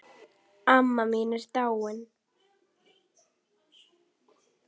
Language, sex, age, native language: Icelandic, female, 10, Icelandic